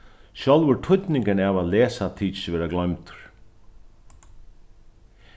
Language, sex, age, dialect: Faroese, male, 36-60, Norðurstreymoy/Eysturoy